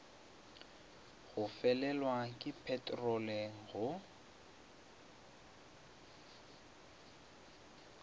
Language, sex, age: Northern Sotho, male, 23